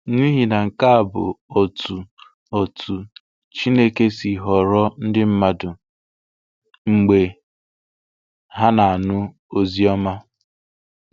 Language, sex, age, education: Igbo, male, 15-29, tertiary